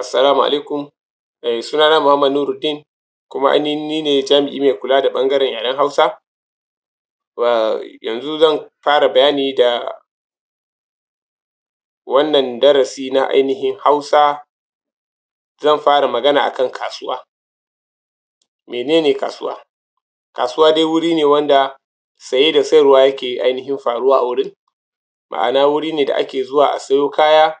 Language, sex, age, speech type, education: Hausa, male, 15-29, spontaneous, tertiary